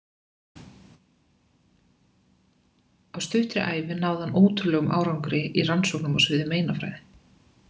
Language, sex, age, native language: Icelandic, female, 20-29, Icelandic